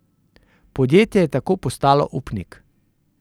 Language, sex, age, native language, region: Slovenian, male, 30-49, Slovenian, Central Slovenia